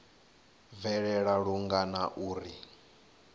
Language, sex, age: Venda, male, 21